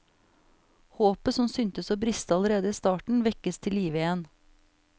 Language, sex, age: Norwegian, female, 34